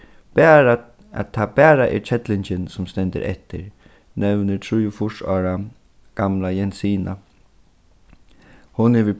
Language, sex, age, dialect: Faroese, male, 15-35, Suðurstreymoy